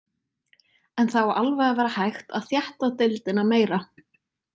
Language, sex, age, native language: Icelandic, female, 20-29, Icelandic